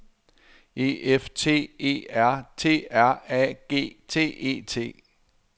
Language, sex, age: Danish, male, 60